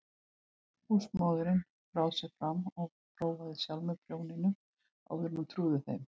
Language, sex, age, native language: Icelandic, female, 18-19, Icelandic